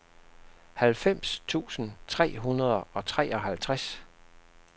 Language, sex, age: Danish, male, 67